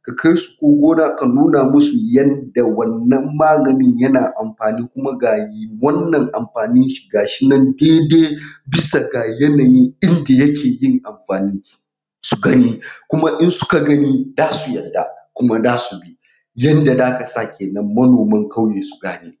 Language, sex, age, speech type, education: Hausa, male, 30-45, spontaneous, tertiary